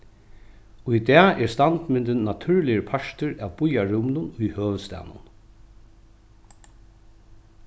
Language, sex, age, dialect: Faroese, male, 36-60, Norðuroyggjar